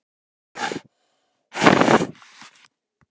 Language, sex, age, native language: Icelandic, male, 13, Icelandic